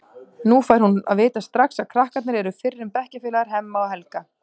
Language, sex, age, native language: Icelandic, female, 30-39, Icelandic